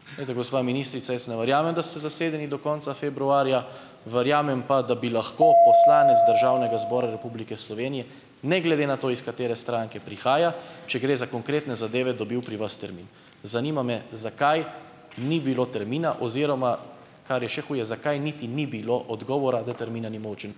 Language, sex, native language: Slovenian, male, Slovenian